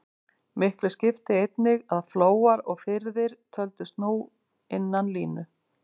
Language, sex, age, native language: Icelandic, female, 50-59, Icelandic